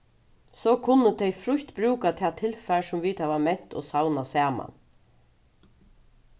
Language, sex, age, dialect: Faroese, female, 36-60, Suðurstreymoy